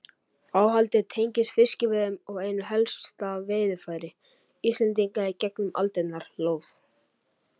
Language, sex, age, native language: Icelandic, male, 40-49, Icelandic